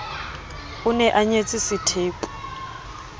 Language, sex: Southern Sotho, female